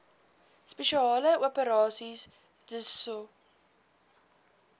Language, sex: Afrikaans, female